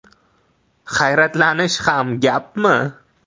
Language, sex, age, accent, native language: Uzbek, male, 18-24, Toshkent viloyati, Uzbek